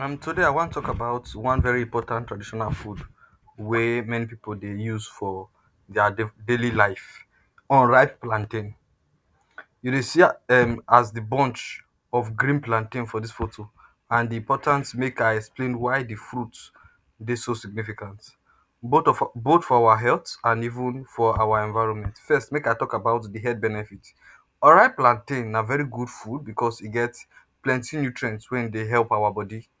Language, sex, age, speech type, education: Nigerian Pidgin, male, 30-45, spontaneous, tertiary